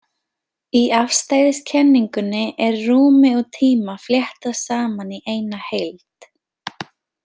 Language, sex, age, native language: Icelandic, female, 20-29, Icelandic